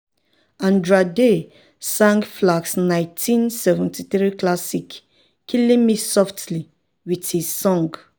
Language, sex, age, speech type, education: Nigerian Pidgin, female, 30-45, spontaneous, tertiary